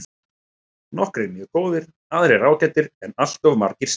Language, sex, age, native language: Icelandic, male, 30-39, Icelandic